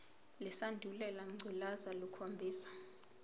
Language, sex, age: Zulu, female, 22